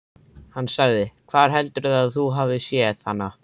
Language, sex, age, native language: Icelandic, male, 13, Icelandic